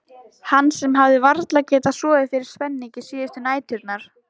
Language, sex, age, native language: Icelandic, female, 14, Icelandic